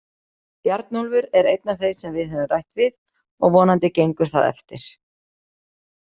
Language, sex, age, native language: Icelandic, female, 40-49, Icelandic